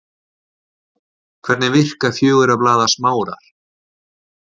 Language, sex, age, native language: Icelandic, male, 40-49, Icelandic